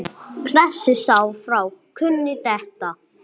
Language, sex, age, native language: Icelandic, male, 9, English